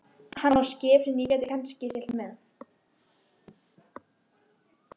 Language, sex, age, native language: Icelandic, female, 12, Icelandic